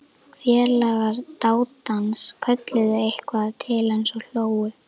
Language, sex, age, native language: Icelandic, female, 11, Icelandic